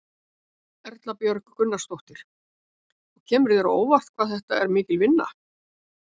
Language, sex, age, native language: Icelandic, female, 70-79, Icelandic